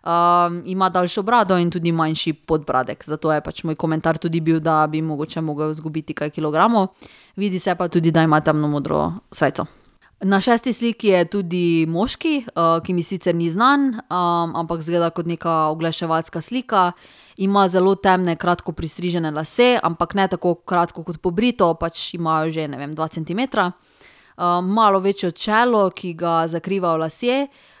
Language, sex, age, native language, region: Slovenian, female, 30-49, Slovenian, Drava region